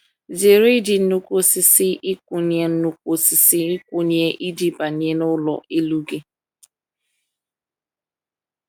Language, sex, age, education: Igbo, female, 15-29, tertiary